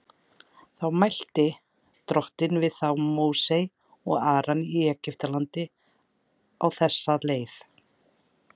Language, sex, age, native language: Icelandic, female, 30-39, Icelandic